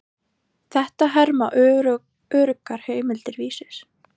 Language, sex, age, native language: Icelandic, female, 18-19, Icelandic